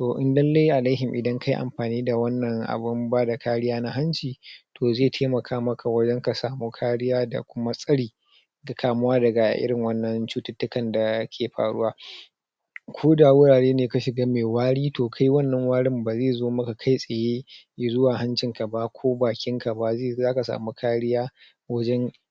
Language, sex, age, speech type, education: Hausa, male, 30-45, spontaneous, tertiary